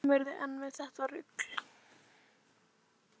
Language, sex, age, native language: Icelandic, female, 10, Icelandic